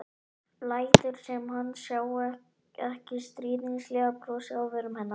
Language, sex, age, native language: Icelandic, male, 11, Icelandic